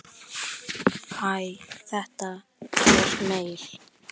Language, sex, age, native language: Icelandic, male, 10, Icelandic